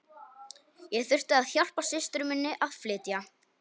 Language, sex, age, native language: Icelandic, male, 18-19, Polish